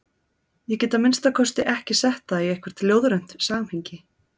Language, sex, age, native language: Icelandic, female, 30-39, Icelandic